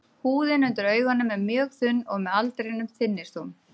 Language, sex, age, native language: Icelandic, female, 30-39, Icelandic